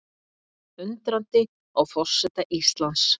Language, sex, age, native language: Icelandic, female, 50-59, Icelandic